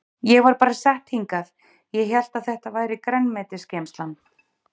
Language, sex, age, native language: Icelandic, female, 30-39, Icelandic